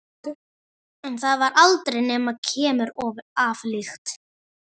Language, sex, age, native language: Icelandic, male, 12, Icelandic